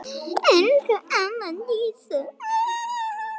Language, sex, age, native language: Icelandic, male, 9, Icelandic